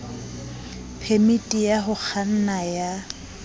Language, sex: Southern Sotho, female